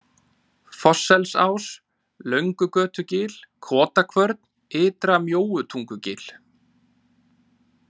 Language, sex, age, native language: Icelandic, male, 30-39, Icelandic